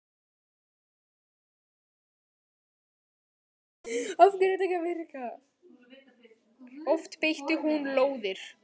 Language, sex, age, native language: Icelandic, male, 10, Icelandic